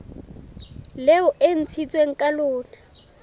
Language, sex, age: Southern Sotho, female, 18